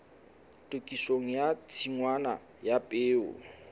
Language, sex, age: Southern Sotho, male, 22